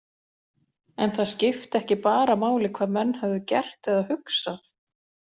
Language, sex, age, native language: Icelandic, female, 40-49, Icelandic